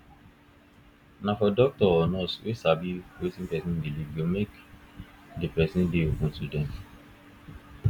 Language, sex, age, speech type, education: Nigerian Pidgin, male, 15-29, spontaneous, tertiary